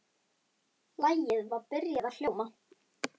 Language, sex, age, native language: Icelandic, female, 10, Icelandic